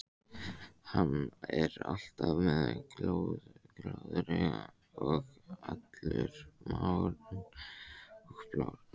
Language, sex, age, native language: Icelandic, male, 14, Icelandic